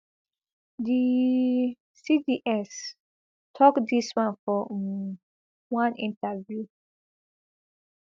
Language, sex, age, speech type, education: Nigerian Pidgin, female, 15-29, spontaneous, tertiary